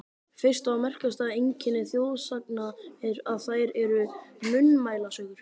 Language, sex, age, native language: Icelandic, male, 12, Icelandic